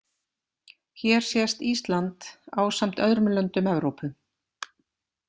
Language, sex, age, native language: Icelandic, female, 50-59, Icelandic